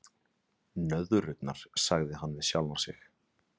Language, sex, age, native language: Icelandic, male, 30-39, Icelandic